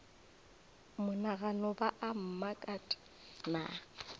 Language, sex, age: Northern Sotho, female, 24